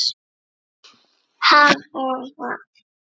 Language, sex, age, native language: Icelandic, female, 6, Icelandic